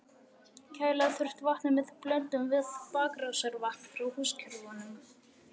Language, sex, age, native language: Icelandic, male, 11, Icelandic